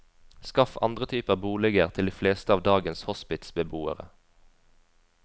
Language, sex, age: Norwegian, female, 20